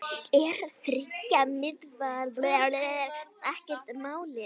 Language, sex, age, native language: Icelandic, female, 9, Icelandic